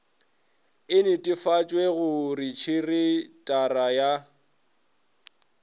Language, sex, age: Northern Sotho, male, 22